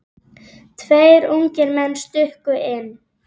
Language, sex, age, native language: Icelandic, female, 8, Icelandic